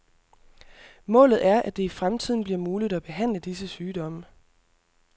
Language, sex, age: Danish, male, 32